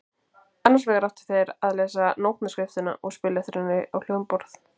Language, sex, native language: Icelandic, female, Icelandic